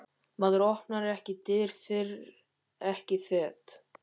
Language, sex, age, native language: Icelandic, male, 13, Icelandic